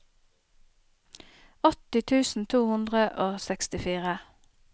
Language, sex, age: Norwegian, female, 30